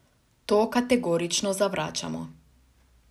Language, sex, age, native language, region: Slovenian, female, 18-29, Slovenian, Savinja region